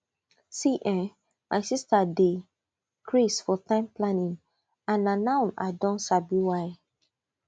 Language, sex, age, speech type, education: Nigerian Pidgin, female, 30-45, spontaneous, tertiary